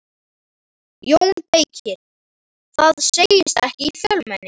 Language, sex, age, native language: Icelandic, male, 11, Icelandic